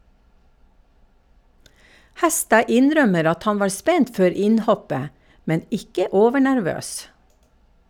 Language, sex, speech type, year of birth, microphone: Norwegian, female, read, 1952, Shure